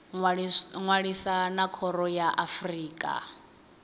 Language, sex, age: Venda, female, 20